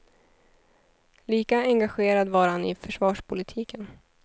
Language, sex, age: Swedish, female, 23